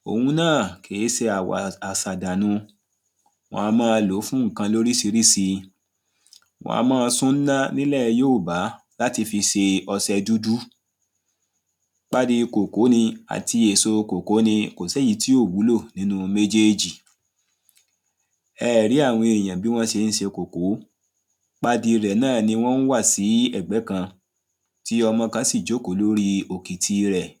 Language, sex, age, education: Yoruba, male, 30-45, primary